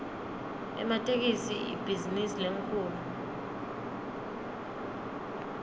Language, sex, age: Swati, female, 23